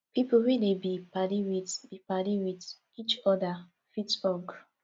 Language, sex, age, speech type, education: Nigerian Pidgin, female, 15-29, spontaneous, tertiary